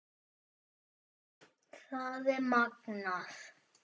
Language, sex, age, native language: Icelandic, male, 9, Icelandic